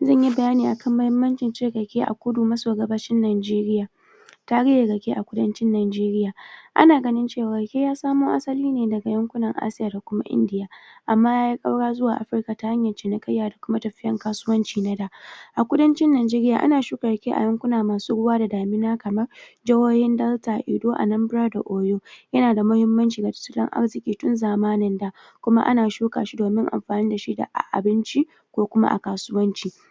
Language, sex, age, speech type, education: Hausa, female, 46-60, spontaneous, tertiary